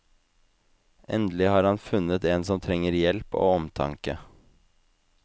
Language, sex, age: Norwegian, male, 25